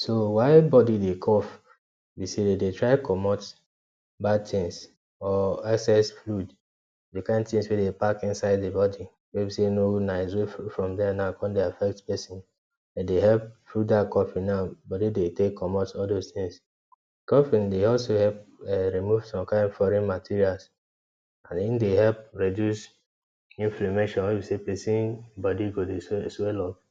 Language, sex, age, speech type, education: Nigerian Pidgin, male, 15-29, spontaneous, tertiary